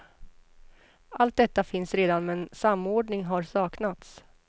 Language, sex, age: Swedish, female, 33